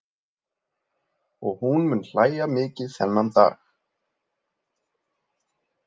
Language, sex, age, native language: Icelandic, male, 20-29, Icelandic